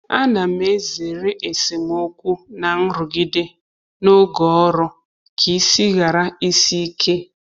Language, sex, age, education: Igbo, female, 15-29, tertiary